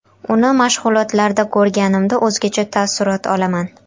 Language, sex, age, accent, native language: Uzbek, female, 12-17, Qashqadaryo, Uzbek